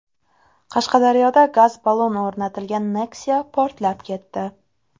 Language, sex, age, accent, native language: Uzbek, female, 18-24, Andijon, Uzbek